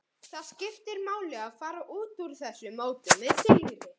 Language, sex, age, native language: Icelandic, male, 18-19, Icelandic